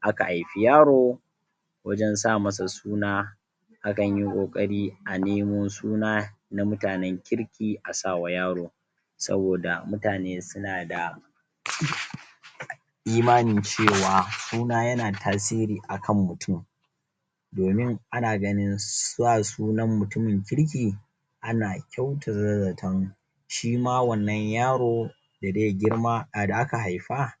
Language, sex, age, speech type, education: Hausa, male, 30-45, spontaneous, tertiary